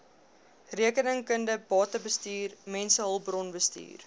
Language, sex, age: Afrikaans, female, 21